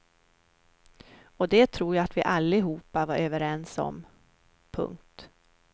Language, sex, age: Swedish, female, 44